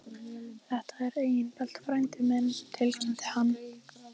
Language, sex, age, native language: Icelandic, female, 14, Icelandic